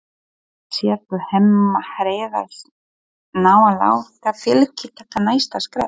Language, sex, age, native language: Icelandic, female, 40-49, Polish